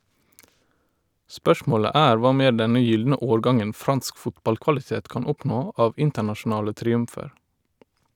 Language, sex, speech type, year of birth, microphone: Norwegian, male, read, 1989, Shure